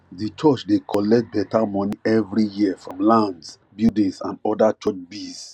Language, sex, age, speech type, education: Nigerian Pidgin, male, 30-45, spontaneous, tertiary